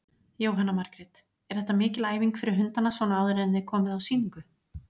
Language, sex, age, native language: Icelandic, female, 40-49, Icelandic